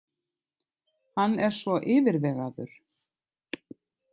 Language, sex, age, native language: Icelandic, other, 50-59, Icelandic